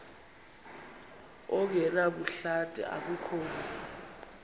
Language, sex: Xhosa, female